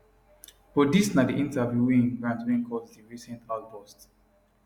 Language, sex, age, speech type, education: Nigerian Pidgin, male, 15-29, spontaneous, tertiary